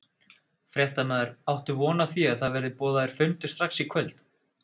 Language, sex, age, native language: Icelandic, male, 30-39, Icelandic